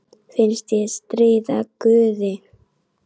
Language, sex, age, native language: Icelandic, female, 10, Icelandic